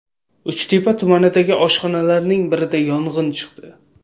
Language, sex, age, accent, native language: Uzbek, male, 18-24, Samarqand, Uzbek